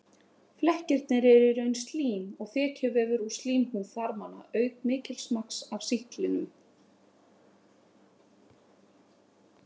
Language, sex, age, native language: Icelandic, female, 30-39, Icelandic